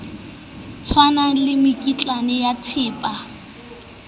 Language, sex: Southern Sotho, female